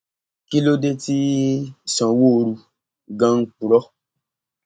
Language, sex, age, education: Yoruba, male, 30-45, tertiary